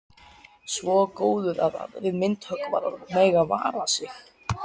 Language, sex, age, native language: Icelandic, male, 13, Icelandic